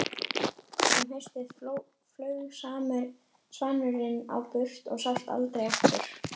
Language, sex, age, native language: Icelandic, female, 11, Icelandic